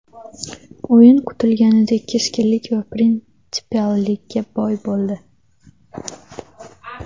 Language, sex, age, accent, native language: Uzbek, female, 18-24, Toshkent shahri, Uzbek